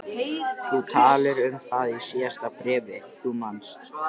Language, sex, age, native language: Icelandic, male, 13, Icelandic